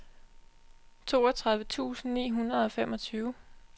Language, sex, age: Danish, female, 20